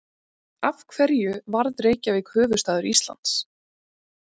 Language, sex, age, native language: Icelandic, female, 30-39, Icelandic